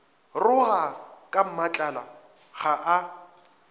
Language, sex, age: Northern Sotho, male, 24